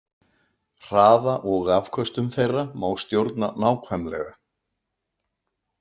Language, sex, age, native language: Icelandic, male, 60-69, Icelandic